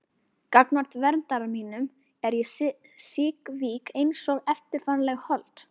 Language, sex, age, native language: Icelandic, female, 11, Icelandic